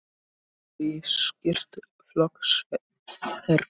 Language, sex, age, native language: Icelandic, male, 18-19, Icelandic